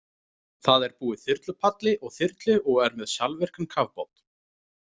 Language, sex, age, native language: Icelandic, male, 30-39, Icelandic